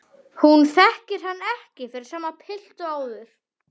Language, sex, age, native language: Icelandic, male, 12, Icelandic